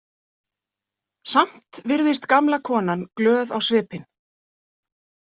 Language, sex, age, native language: Icelandic, female, 40-49, Icelandic